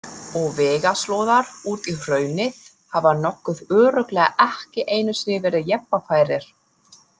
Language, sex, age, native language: Icelandic, female, 30-39, German